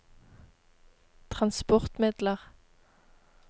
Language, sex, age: Norwegian, female, 18